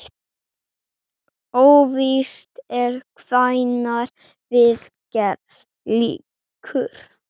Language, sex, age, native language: Icelandic, male, 8, Icelandic